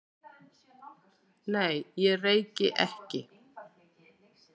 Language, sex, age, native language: Icelandic, female, 8, Icelandic